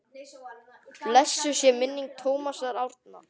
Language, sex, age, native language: Icelandic, male, 10, Icelandic